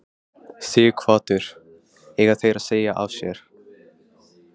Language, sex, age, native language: Icelandic, male, 15, Icelandic